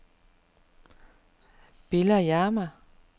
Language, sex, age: Danish, female, 41